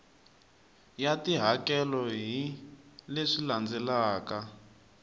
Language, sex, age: Tsonga, male, 19